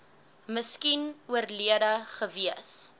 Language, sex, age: Afrikaans, female, 18